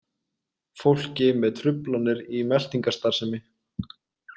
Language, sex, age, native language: Icelandic, male, 20-29, Icelandic